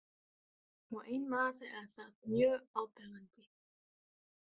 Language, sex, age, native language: Icelandic, female, 20-29, German